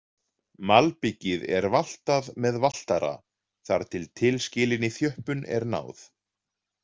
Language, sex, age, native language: Icelandic, male, 40-49, Icelandic